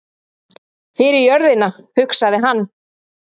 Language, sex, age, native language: Icelandic, female, 30-39, Icelandic